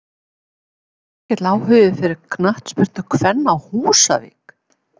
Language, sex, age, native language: Icelandic, female, 70-79, Icelandic